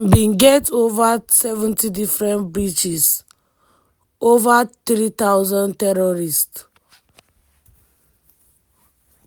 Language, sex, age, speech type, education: Nigerian Pidgin, female, 15-29, spontaneous, tertiary